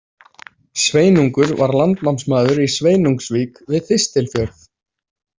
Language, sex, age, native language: Icelandic, male, 20-29, Icelandic